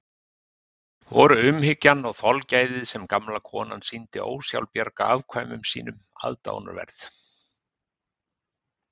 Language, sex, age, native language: Icelandic, male, 50-59, Icelandic